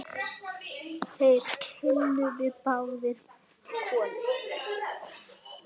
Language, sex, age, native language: Icelandic, female, 9, Icelandic